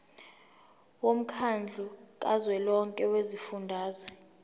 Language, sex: Zulu, female